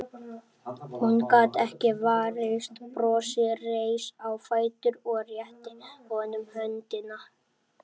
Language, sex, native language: Icelandic, male, Icelandic